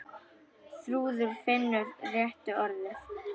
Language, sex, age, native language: Icelandic, female, 10, Icelandic